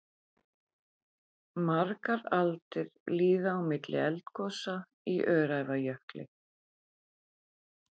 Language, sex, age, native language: Icelandic, female, 50-59, Icelandic